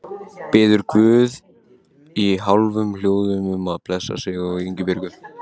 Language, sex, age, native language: Icelandic, male, 18-19, Icelandic